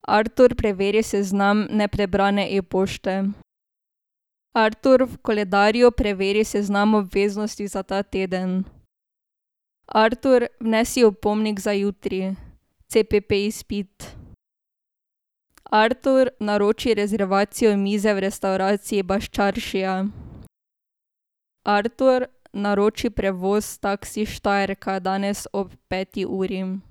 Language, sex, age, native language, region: Slovenian, female, 18-29, Slovenian, Drava region